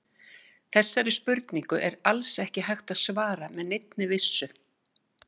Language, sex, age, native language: Icelandic, female, 60-69, Icelandic